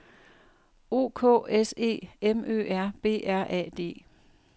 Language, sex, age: Danish, female, 58